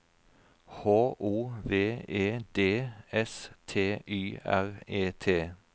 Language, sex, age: Norwegian, male, 41